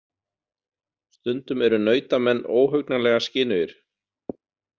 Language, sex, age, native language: Icelandic, male, 40-49, Icelandic